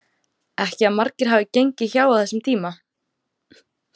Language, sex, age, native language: Icelandic, female, 18-19, Icelandic